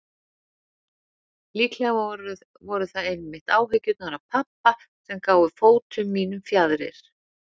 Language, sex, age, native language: Icelandic, female, 60-69, Icelandic